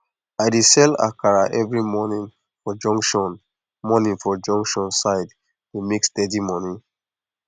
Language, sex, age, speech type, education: Nigerian Pidgin, male, 15-29, spontaneous, tertiary